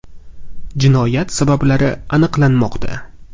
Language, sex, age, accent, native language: Uzbek, male, 18-24, Navoiy, Uzbek